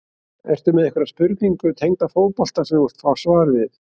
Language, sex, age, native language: Icelandic, male, 60-69, Icelandic